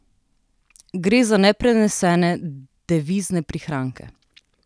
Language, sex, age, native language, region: Slovenian, female, 30-49, Slovenian, Southeast Slovenia